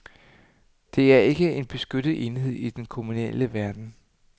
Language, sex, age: Danish, male, 39